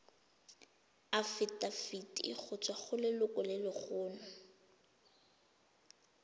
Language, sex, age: Tswana, female, 20